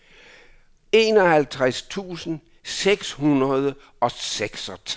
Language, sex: Danish, male